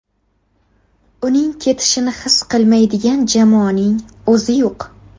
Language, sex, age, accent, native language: Uzbek, female, 18-24, Qashqadaryo, Uzbek